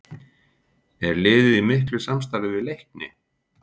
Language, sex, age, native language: Icelandic, male, 40-49, Icelandic